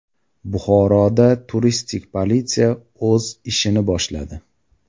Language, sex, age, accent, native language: Uzbek, male, 18-24, Farg'ona, Uzbek